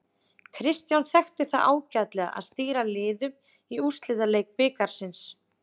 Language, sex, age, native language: Icelandic, female, 30-39, Icelandic